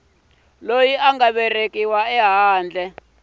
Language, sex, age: Tsonga, male, 26